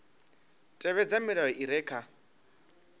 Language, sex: Venda, male